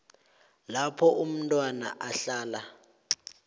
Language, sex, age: South Ndebele, male, 22